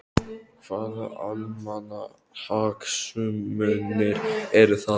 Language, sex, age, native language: Icelandic, male, 12, Icelandic